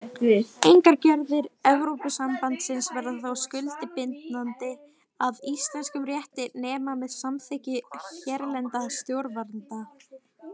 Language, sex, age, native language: Icelandic, female, 20-29, Icelandic